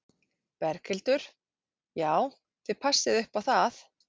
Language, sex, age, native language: Icelandic, female, 40-49, Icelandic